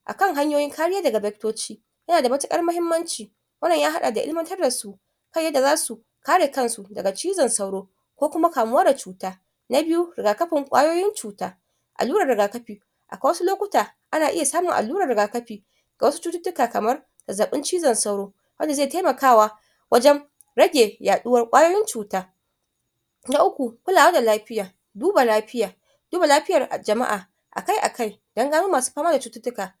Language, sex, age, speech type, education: Hausa, female, 30-45, spontaneous, tertiary